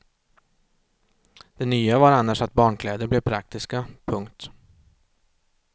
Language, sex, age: Swedish, male, 36